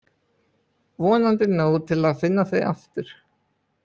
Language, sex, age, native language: Icelandic, male, 20-29, Icelandic